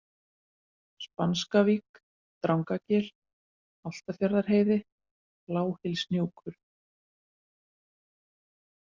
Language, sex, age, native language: Icelandic, female, 40-49, Icelandic